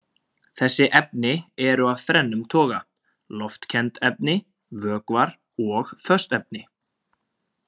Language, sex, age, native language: Icelandic, male, 20-29, Icelandic